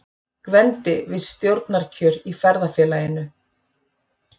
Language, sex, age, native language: Icelandic, female, 40-49, Icelandic